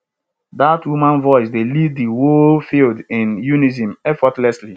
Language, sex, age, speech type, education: Nigerian Pidgin, male, 30-45, spontaneous, tertiary